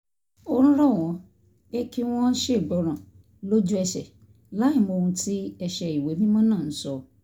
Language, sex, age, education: Yoruba, female, 30-45, tertiary